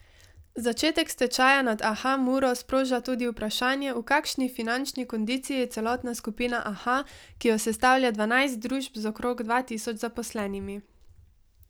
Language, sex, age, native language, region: Slovenian, female, 18-29, Slovenian, Savinja region